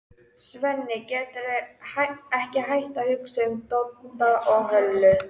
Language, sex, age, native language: Icelandic, female, 13, Icelandic